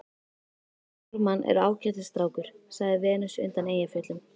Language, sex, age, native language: Icelandic, female, 13, Icelandic